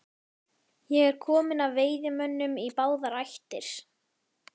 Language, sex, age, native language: Icelandic, female, 11, Icelandic